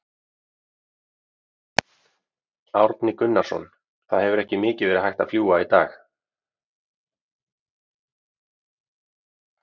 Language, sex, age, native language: Icelandic, male, 30-39, Icelandic